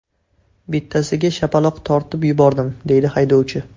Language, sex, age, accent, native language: Uzbek, male, 18-24, Toshkent shahri, Uzbek